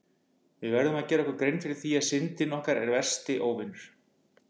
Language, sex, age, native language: Icelandic, male, 50-59, Icelandic